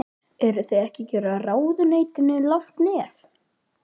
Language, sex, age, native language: Icelandic, male, 12, Icelandic